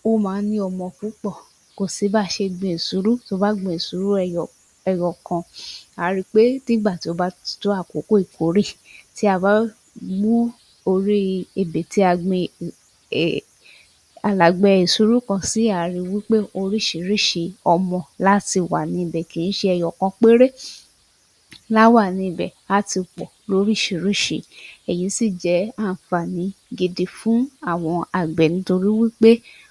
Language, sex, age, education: Yoruba, female, 30-45, tertiary